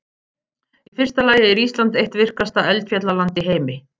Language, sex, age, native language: Icelandic, female, 50-59, Icelandic